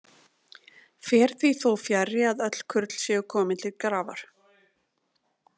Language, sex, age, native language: Icelandic, female, 40-49, Icelandic